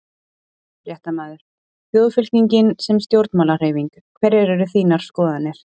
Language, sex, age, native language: Icelandic, female, 30-39, Icelandic